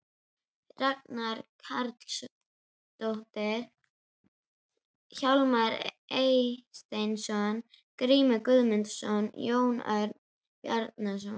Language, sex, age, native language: Icelandic, female, 12, Icelandic